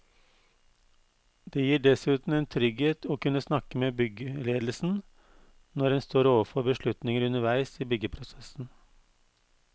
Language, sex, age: Norwegian, male, 52